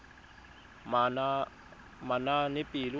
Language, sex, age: Tswana, male, 25